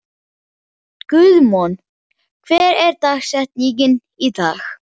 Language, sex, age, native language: Icelandic, male, 11, Icelandic